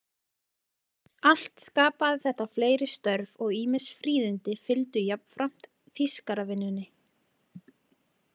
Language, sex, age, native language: Icelandic, female, 20-29, Icelandic